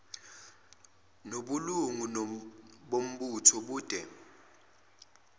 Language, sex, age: Zulu, male, 25